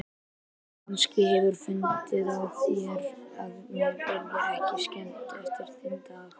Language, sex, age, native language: Icelandic, female, 50-59, Icelandic